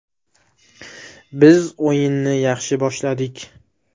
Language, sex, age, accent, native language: Uzbek, male, 18-24, Jizzax, Uzbek